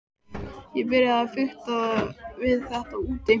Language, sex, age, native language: Icelandic, male, 12, Icelandic